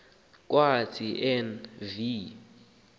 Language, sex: Xhosa, male